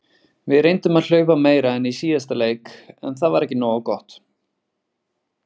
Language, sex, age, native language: Icelandic, male, 20-29, Icelandic